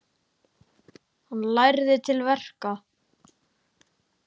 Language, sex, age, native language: Icelandic, male, 10, Icelandic